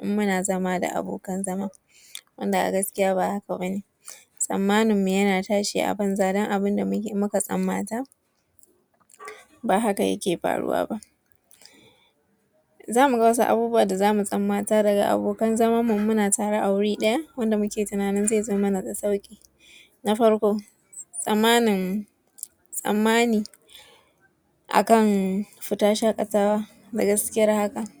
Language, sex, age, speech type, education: Hausa, female, 15-29, spontaneous, tertiary